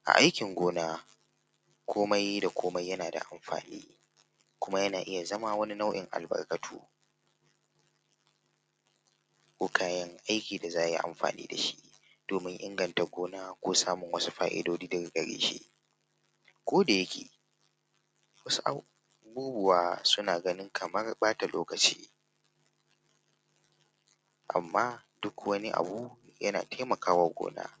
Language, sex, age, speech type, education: Hausa, male, 15-29, spontaneous, tertiary